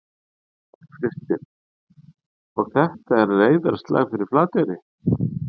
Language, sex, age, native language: Icelandic, male, 50-59, Icelandic